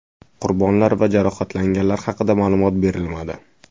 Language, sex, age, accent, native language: Uzbek, male, 18-24, Toshkent viloyati, Uzbek